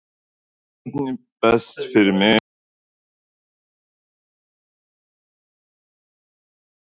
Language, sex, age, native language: Icelandic, male, 18-19, Icelandic